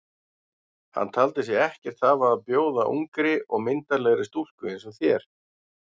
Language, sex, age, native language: Icelandic, male, 40-49, Icelandic